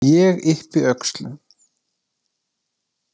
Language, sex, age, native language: Icelandic, male, 20-29, Icelandic